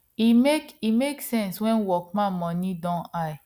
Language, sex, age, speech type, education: Nigerian Pidgin, female, 15-29, spontaneous, tertiary